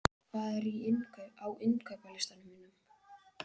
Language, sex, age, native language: Icelandic, male, 11, Icelandic